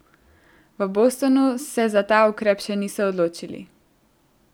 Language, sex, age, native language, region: Slovenian, female, 18-29, Slovenian, Central Slovenia